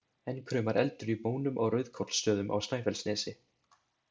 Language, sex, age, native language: Icelandic, male, 20-29, Icelandic